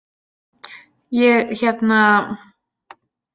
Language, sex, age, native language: Icelandic, female, 40-49, Icelandic